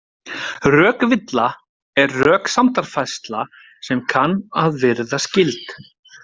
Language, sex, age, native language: Icelandic, male, 30-39, Icelandic